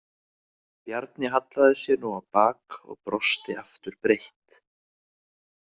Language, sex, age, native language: Icelandic, male, 30-39, Icelandic